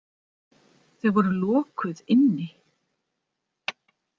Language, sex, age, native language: Icelandic, female, 50-59, Icelandic